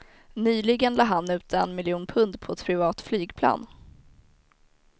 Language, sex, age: Swedish, female, 19